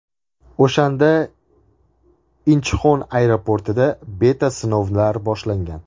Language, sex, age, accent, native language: Uzbek, male, 18-24, Andijon, Uzbek